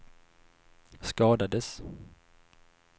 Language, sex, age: Swedish, male, 19